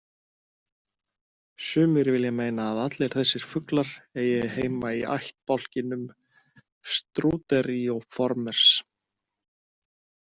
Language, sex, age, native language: Icelandic, male, 30-39, Icelandic